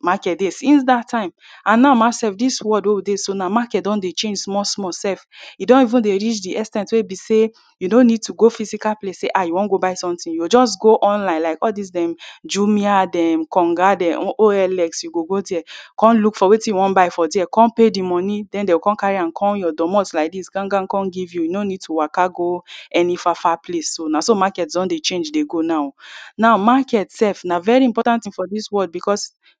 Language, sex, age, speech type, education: Nigerian Pidgin, female, 30-45, spontaneous, tertiary